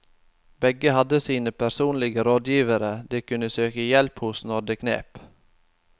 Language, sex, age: Norwegian, male, 25